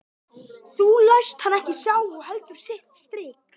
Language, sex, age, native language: Icelandic, male, 12, Icelandic